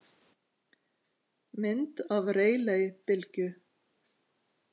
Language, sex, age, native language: Icelandic, female, 50-59, Icelandic